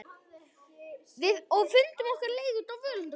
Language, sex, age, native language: Icelandic, male, 11, Icelandic